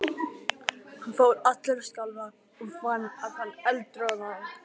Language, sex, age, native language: Icelandic, female, 11, Icelandic